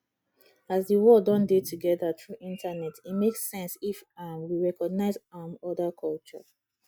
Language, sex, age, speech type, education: Nigerian Pidgin, female, 30-45, spontaneous, tertiary